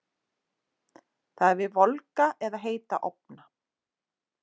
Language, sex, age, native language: Icelandic, female, 40-49, Icelandic